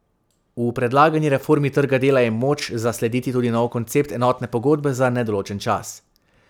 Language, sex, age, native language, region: Slovenian, male, 18-29, Slovenian, Savinja region